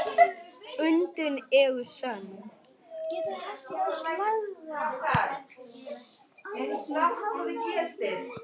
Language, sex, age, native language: Icelandic, male, 8, Icelandic